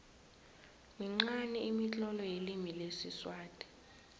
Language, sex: South Ndebele, female